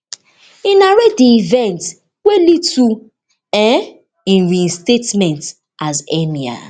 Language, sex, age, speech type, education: Nigerian Pidgin, female, 30-45, spontaneous, tertiary